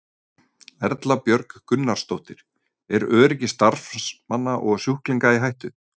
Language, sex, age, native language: Icelandic, male, 30-39, Icelandic